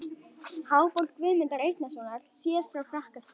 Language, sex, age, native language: Icelandic, female, 11, Icelandic